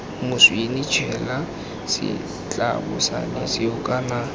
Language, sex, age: Tswana, male, 18